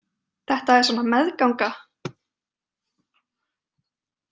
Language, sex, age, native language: Icelandic, female, 30-39, Icelandic